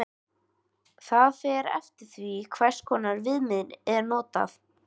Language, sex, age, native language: Icelandic, female, 13, Icelandic